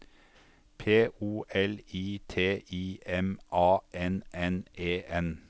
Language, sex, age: Norwegian, male, 52